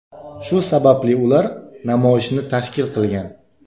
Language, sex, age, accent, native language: Uzbek, male, 25-34, Toshkent viloyati, Uzbek